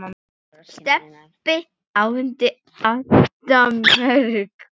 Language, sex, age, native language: Icelandic, female, 9, Icelandic